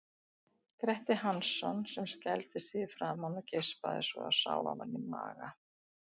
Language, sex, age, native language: Icelandic, female, 60-69, Icelandic